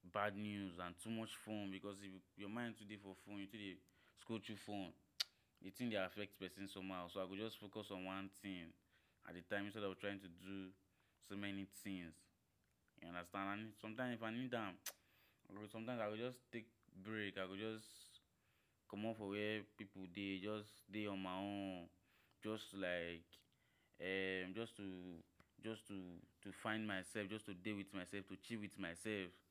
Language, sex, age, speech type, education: Nigerian Pidgin, male, 15-29, spontaneous, tertiary